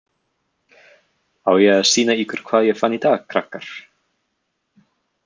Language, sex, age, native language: Icelandic, male, 20-29, English